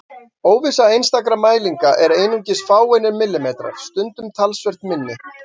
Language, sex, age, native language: Icelandic, male, 40-49, Icelandic